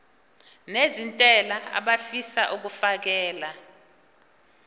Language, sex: Zulu, female